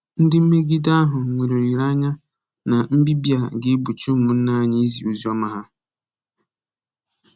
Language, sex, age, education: Igbo, male, 15-29, tertiary